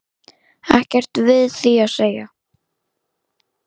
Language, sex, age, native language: Icelandic, female, 9, Icelandic